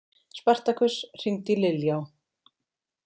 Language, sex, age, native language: Icelandic, female, 40-49, Icelandic